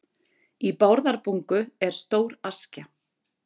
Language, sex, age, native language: Icelandic, female, 60-69, Icelandic